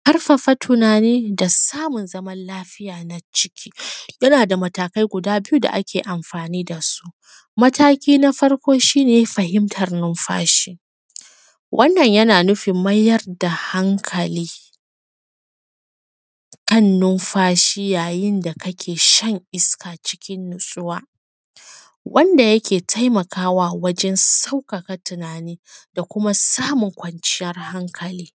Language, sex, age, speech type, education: Hausa, female, 15-29, spontaneous, secondary